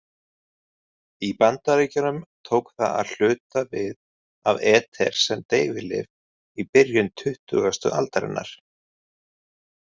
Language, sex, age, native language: Icelandic, male, 30-39, Icelandic